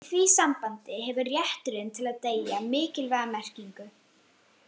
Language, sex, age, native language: Icelandic, female, 18-19, Icelandic